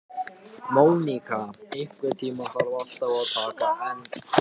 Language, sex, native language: Icelandic, other, Japanese